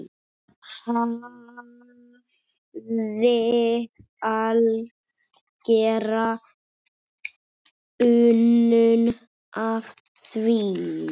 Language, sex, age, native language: Icelandic, male, 6, Icelandic